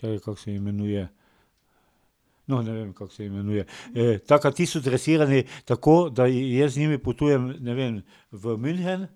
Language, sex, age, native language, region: Slovenian, male, 60+, Slovenian, Pomurje region